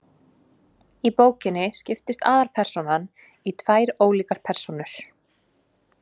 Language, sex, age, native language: Icelandic, female, 20-29, Icelandic